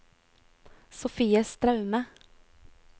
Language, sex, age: Norwegian, female, 22